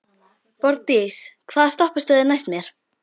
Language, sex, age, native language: Icelandic, female, 12, Icelandic